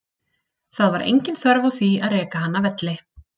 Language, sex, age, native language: Icelandic, female, 30-39, Icelandic